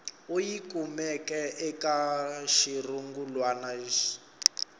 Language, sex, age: Tsonga, male, 25